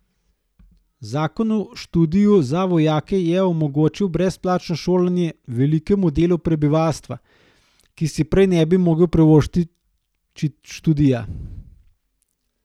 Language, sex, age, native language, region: Slovenian, male, 30-49, Slovenian, Gorenjska region